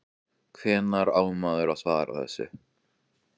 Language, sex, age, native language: Icelandic, male, 15, Icelandic